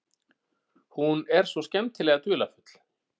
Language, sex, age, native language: Icelandic, male, 40-49, Icelandic